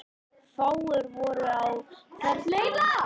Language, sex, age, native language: Icelandic, female, 9, Icelandic